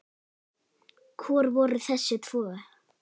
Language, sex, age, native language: Icelandic, female, 8, Icelandic